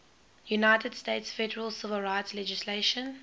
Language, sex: English, female